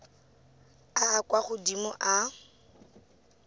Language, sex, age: Tswana, female, 24